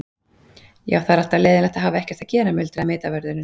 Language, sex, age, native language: Icelandic, female, 30-39, Icelandic